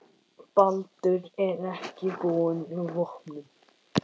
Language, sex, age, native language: Icelandic, male, 10, Icelandic